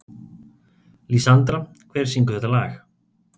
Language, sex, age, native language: Icelandic, male, 30-39, Icelandic